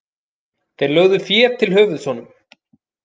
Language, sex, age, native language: Icelandic, male, 30-39, Icelandic